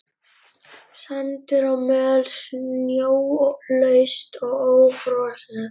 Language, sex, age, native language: Icelandic, female, 11, Icelandic